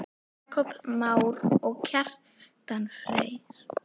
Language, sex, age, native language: Icelandic, female, 9, Icelandic